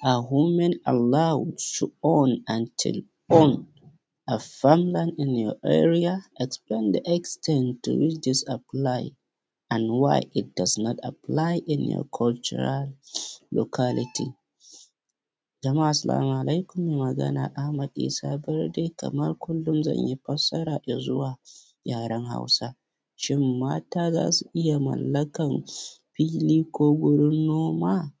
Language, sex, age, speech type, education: Hausa, male, 15-29, spontaneous, primary